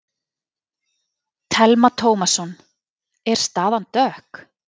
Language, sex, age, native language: Icelandic, female, 30-39, Icelandic